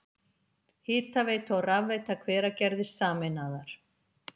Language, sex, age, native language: Icelandic, female, 50-59, Icelandic